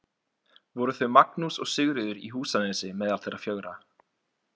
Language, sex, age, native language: Icelandic, male, 18-19, Icelandic